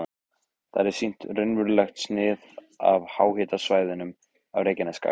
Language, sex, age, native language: Icelandic, male, 15, Icelandic